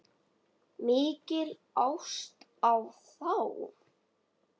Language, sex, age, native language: Icelandic, male, 9, Icelandic